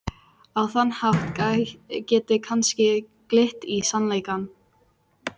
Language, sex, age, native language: Icelandic, female, 14, Icelandic